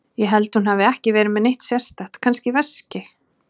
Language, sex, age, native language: Icelandic, female, 30-39, Icelandic